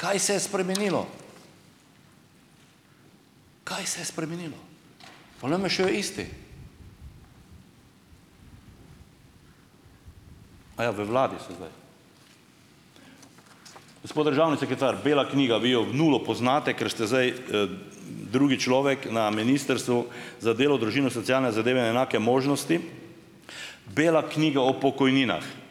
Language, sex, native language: Slovenian, male, Slovenian